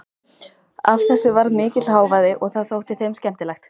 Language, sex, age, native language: Icelandic, female, 13, Icelandic